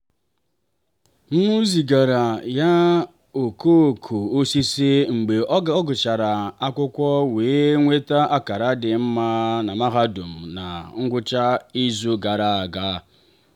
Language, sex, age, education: Igbo, male, 30-45, tertiary